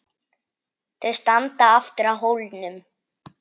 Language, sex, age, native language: Icelandic, female, 8, Icelandic